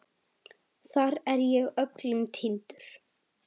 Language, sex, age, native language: Icelandic, male, 8, Icelandic